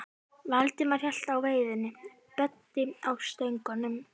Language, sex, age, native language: Icelandic, female, 12, Icelandic